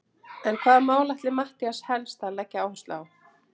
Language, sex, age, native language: Icelandic, female, 30-39, Icelandic